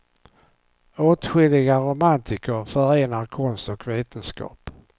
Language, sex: Swedish, male